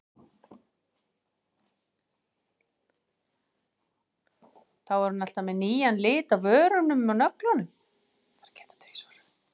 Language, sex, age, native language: Icelandic, female, 40-49, Icelandic